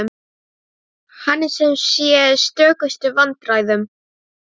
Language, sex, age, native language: Icelandic, female, 12, Icelandic